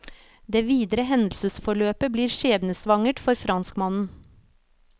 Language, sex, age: Norwegian, female, 36